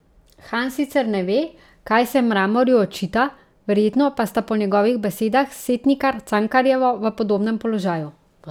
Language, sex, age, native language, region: Slovenian, female, 30-49, Slovenian, Central Slovenia